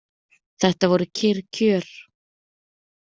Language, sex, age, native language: Icelandic, female, 30-39, Icelandic